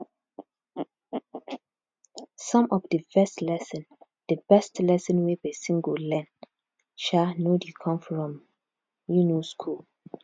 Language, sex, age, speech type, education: Nigerian Pidgin, female, 15-29, spontaneous, tertiary